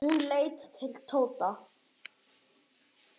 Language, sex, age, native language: Icelandic, male, 10, Icelandic